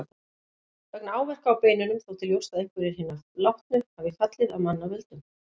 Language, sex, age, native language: Icelandic, female, 50-59, Icelandic